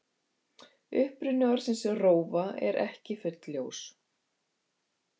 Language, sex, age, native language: Icelandic, female, 50-59, Icelandic